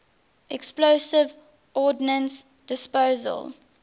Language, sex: English, female